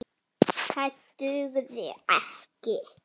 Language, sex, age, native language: Icelandic, female, 9, Icelandic